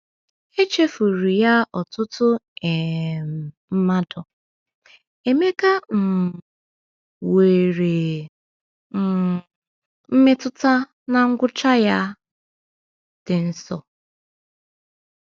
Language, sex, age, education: Igbo, female, 15-29, tertiary